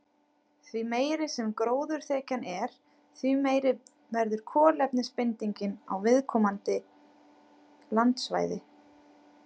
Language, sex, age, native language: Icelandic, female, 30-39, Icelandic